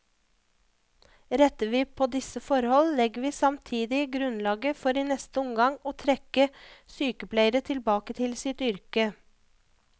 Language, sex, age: Norwegian, female, 34